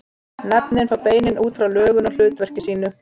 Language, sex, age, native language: Icelandic, female, 30-39, Icelandic